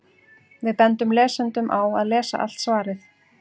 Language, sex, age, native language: Icelandic, female, 40-49, Icelandic